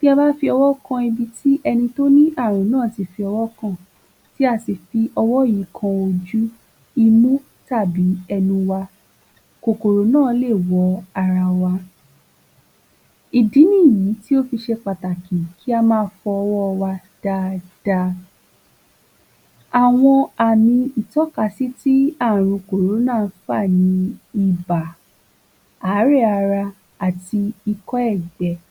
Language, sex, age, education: Yoruba, female, 15-29, tertiary